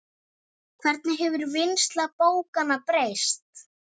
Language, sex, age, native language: Icelandic, female, 7, Icelandic